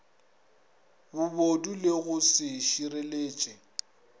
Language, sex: Northern Sotho, male